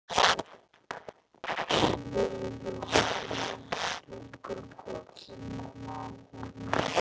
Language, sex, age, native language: Icelandic, male, 11, Icelandic